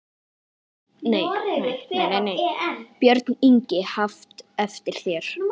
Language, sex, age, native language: Icelandic, female, 10, Icelandic